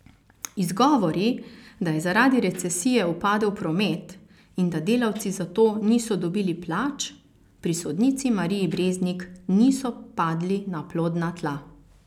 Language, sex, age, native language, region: Slovenian, female, 30-49, Slovenian, Carinthia region